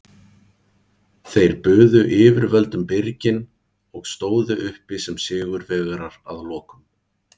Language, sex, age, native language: Icelandic, male, 40-49, Icelandic